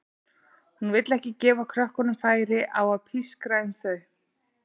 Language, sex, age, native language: Icelandic, female, 40-49, Icelandic